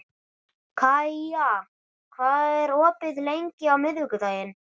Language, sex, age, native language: Icelandic, male, 11, Icelandic